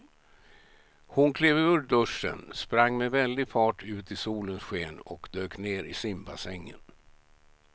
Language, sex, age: Swedish, male, 67